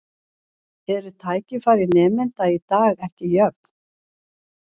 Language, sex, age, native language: Icelandic, female, 60-69, Icelandic